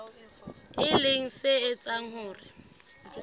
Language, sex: Southern Sotho, female